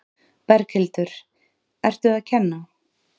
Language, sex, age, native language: Icelandic, female, 30-39, Icelandic